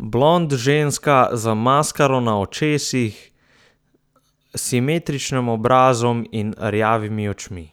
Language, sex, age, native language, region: Slovenian, male, 18-29, Slovenian, Southeast Slovenia